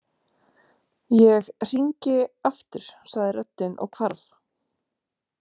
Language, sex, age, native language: Icelandic, female, 30-39, Romanian